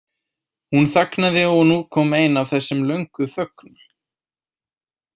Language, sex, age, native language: Icelandic, male, 18-19, Icelandic